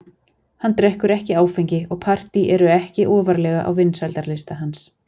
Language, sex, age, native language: Icelandic, female, 40-49, Icelandic